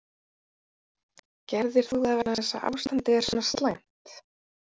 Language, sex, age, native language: Icelandic, female, 30-39, Icelandic